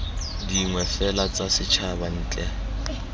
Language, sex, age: Tswana, male, 23